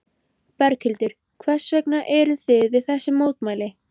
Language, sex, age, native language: Icelandic, female, 13, Icelandic